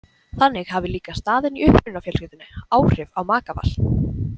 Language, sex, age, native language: Icelandic, female, 20-29, Icelandic